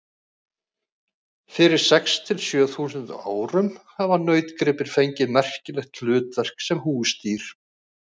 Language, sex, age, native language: Icelandic, male, 40-49, Icelandic